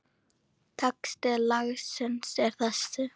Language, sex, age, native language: Icelandic, female, 10, Icelandic